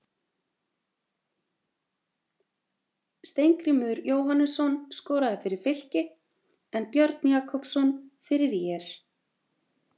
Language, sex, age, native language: Icelandic, female, 30-39, Icelandic